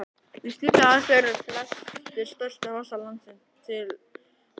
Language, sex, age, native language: Icelandic, male, 11, Icelandic